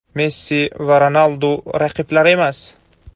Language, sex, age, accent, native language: Uzbek, male, 25-34, Toshkent shahri, Uzbek